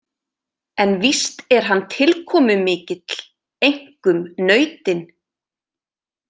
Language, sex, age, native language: Icelandic, female, 30-39, Icelandic